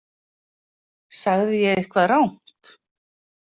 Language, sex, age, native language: Icelandic, female, 50-59, Icelandic